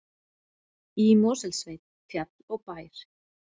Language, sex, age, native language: Icelandic, female, 40-49, Icelandic